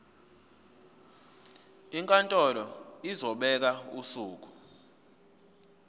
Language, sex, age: Zulu, male, 22